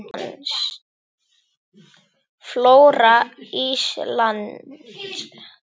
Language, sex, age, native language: Icelandic, male, 8, Icelandic